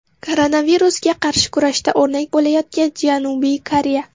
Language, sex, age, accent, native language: Uzbek, female, 12-17, Qoraqalpog'iston, Uzbek